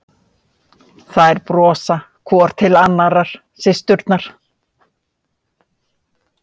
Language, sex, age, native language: Icelandic, female, 50-59, Icelandic